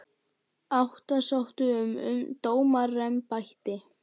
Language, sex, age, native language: Icelandic, male, 18-19, Icelandic